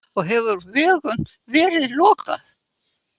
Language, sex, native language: Icelandic, female, Icelandic